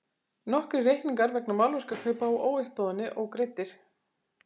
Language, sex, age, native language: Icelandic, female, 40-49, Icelandic